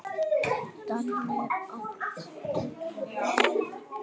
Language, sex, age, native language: Icelandic, female, 40-49, Icelandic